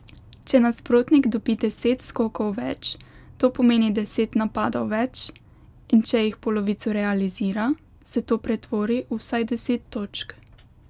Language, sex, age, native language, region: Slovenian, female, 18-29, Slovenian, Pomurje region